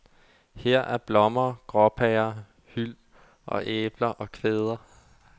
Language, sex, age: Danish, male, 32